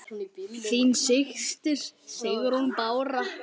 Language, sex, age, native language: Icelandic, male, 10, Icelandic